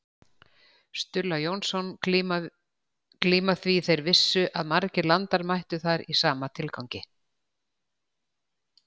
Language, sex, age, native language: Icelandic, female, 60-69, Icelandic